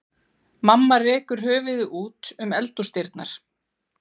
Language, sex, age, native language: Icelandic, female, 40-49, Icelandic